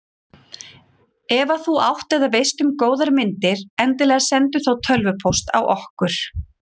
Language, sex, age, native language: Icelandic, female, 40-49, Icelandic